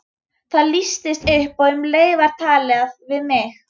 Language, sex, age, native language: Icelandic, female, 13, Icelandic